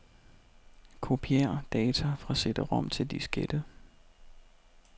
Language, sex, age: Danish, male, 32